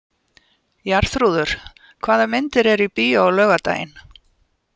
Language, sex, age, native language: Icelandic, female, 70-79, Icelandic